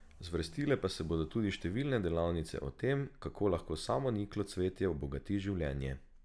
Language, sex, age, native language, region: Slovenian, male, 18-29, Slovenian, Drava region